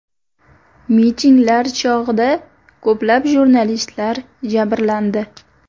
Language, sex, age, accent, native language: Uzbek, female, under 19, Toshkent viloyati, Uzbek